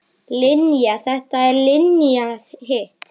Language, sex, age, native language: Icelandic, male, 9, Icelandic